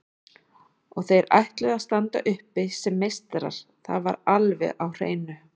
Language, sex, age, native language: Icelandic, female, 40-49, Icelandic